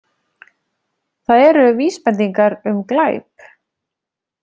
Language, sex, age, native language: Icelandic, female, 30-39, Icelandic